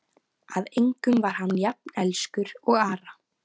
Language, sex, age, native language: Icelandic, female, 15, Icelandic